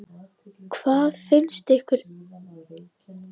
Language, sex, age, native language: Icelandic, female, 9, Icelandic